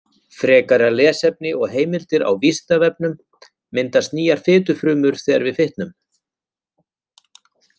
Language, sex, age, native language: Icelandic, male, 40-49, Icelandic